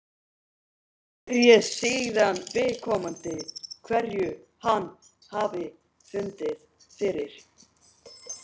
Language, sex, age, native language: Icelandic, male, 18-19, Icelandic